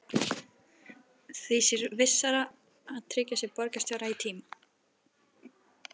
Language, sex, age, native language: Icelandic, female, 11, Icelandic